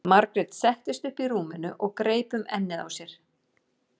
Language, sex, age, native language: Icelandic, female, 40-49, Icelandic